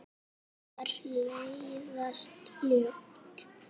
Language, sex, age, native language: Icelandic, female, 6, Icelandic